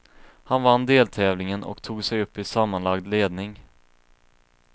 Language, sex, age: Swedish, male, 22